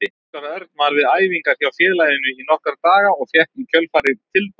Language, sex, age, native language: Icelandic, male, 30-39, Icelandic